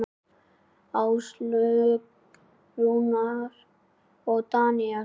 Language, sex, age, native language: Icelandic, male, 10, Icelandic